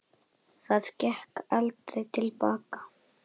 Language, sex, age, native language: Icelandic, male, 10, Icelandic